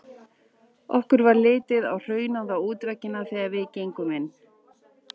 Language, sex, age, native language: Icelandic, male, 12, Icelandic